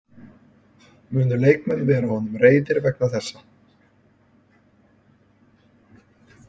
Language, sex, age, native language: Icelandic, male, 30-39, Icelandic